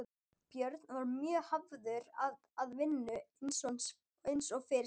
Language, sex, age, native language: Icelandic, female, 12, Icelandic